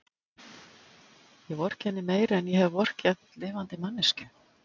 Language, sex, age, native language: Icelandic, female, 50-59, Icelandic